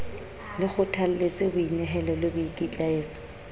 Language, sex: Southern Sotho, female